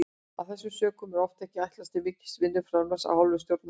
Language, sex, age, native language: Icelandic, female, 60-69, Icelandic